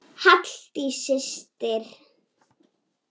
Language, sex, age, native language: Icelandic, female, 7, Icelandic